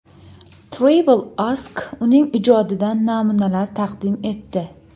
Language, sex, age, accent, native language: Uzbek, female, 19-29, Andijon, Uzbek